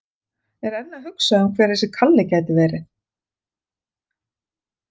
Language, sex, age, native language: Icelandic, female, 40-49, Icelandic